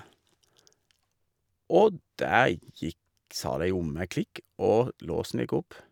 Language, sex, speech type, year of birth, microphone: Norwegian, male, spontaneous, 1973, Shure